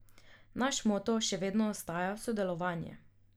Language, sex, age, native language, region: Slovenian, female, 18-29, Slovenian, Drava region